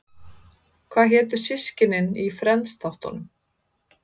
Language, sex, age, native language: Icelandic, female, 30-39, Icelandic